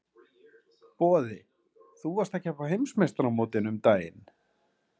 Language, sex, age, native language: Icelandic, male, 30-39, Icelandic